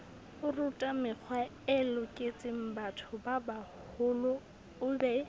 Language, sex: Southern Sotho, female